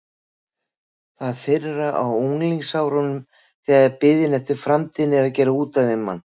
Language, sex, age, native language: Icelandic, female, 60-69, Icelandic